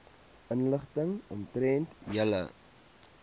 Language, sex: Afrikaans, male